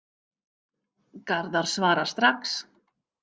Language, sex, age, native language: Icelandic, female, 50-59, Icelandic